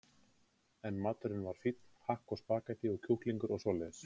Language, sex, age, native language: Icelandic, male, 30-39, Icelandic